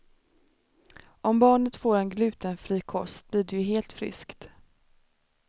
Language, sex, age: Swedish, female, 29